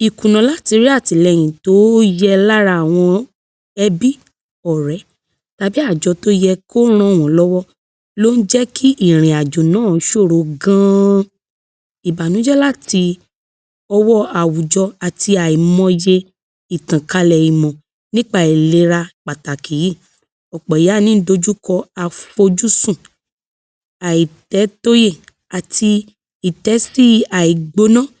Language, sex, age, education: Yoruba, male, 46-60, tertiary